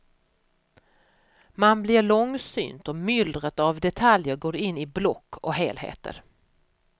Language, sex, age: Swedish, female, 44